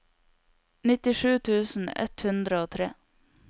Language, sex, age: Norwegian, female, 22